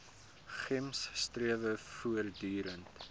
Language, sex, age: Afrikaans, male, 22